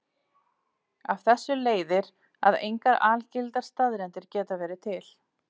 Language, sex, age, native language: Icelandic, female, 40-49, Icelandic